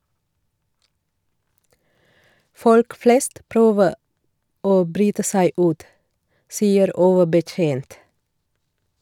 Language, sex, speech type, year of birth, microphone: Norwegian, female, read, 1969, Shure